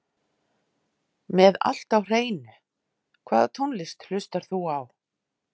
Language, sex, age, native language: Icelandic, female, 50-59, Icelandic